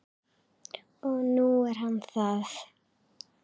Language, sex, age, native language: Icelandic, female, 10, Icelandic